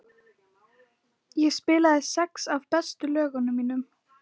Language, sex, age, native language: Icelandic, female, 11, Icelandic